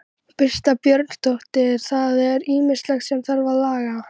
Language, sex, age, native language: Icelandic, female, 13, Icelandic